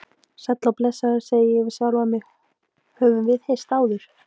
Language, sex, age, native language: Icelandic, female, 18-19, Icelandic